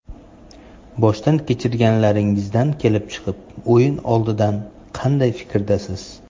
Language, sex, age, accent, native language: Uzbek, male, 25-34, Toshkent shahri, Uzbek